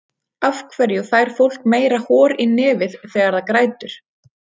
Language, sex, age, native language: Icelandic, female, 30-39, Icelandic